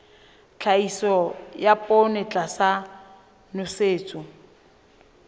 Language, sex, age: Southern Sotho, female, 23